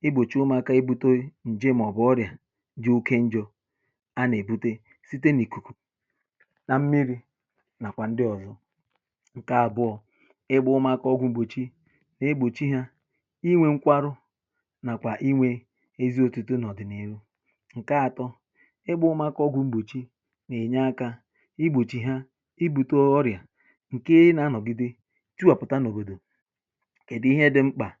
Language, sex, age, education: Igbo, male, 30-45, tertiary